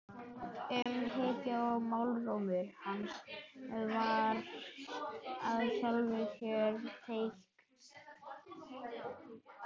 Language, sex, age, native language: Icelandic, male, 11, Icelandic